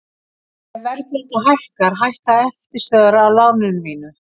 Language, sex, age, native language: Icelandic, female, 60-69, Icelandic